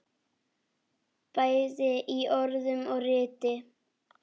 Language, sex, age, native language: Icelandic, female, 10, Icelandic